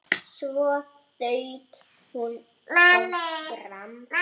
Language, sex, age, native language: Icelandic, female, 6, Icelandic